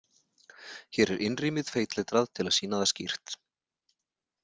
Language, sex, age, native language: Icelandic, male, 40-49, Icelandic